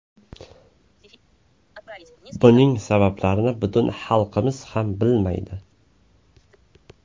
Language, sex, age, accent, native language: Uzbek, male, 18-24, Toshkent shahri, Uzbek